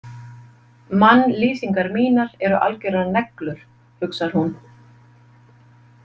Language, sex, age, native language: Icelandic, female, 50-59, Icelandic